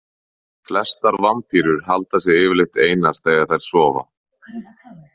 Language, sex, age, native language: Icelandic, male, 30-39, Icelandic